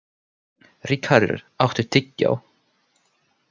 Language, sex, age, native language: Icelandic, male, 18-19, Finnish